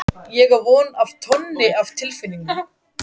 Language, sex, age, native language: Icelandic, male, 14, Icelandic